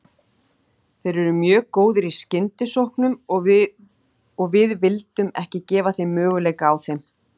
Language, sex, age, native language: Icelandic, female, 40-49, Icelandic